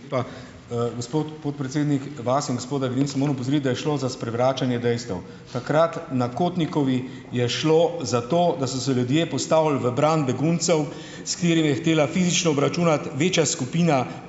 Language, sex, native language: Slovenian, male, Slovenian